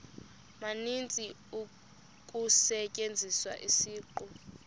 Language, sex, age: Xhosa, female, 26